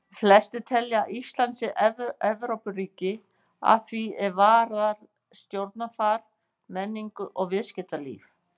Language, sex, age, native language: Icelandic, female, 50-59, Icelandic